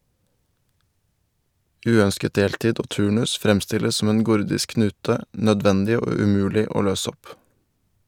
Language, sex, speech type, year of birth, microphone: Norwegian, male, read, 1990, Shure